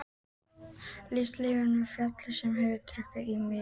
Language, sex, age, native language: Icelandic, female, 12, Icelandic